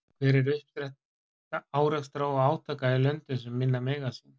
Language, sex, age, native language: Icelandic, male, 40-49, Icelandic